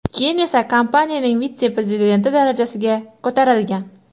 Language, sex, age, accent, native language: Uzbek, female, 18-24, Toshkent shahri, Uzbek